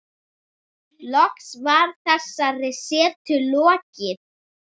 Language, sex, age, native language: Icelandic, female, 7, Icelandic